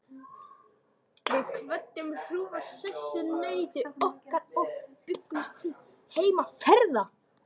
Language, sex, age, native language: Icelandic, female, 13, Icelandic